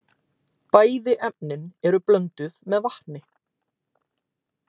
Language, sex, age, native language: Icelandic, male, 18-19, Icelandic